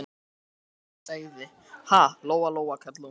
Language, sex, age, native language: Icelandic, male, 13, Icelandic